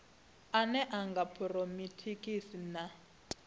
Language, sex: Venda, female